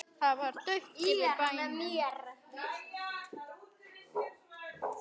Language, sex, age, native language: Icelandic, male, 9, Icelandic